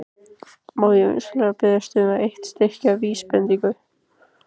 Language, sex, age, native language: Icelandic, female, 15, Icelandic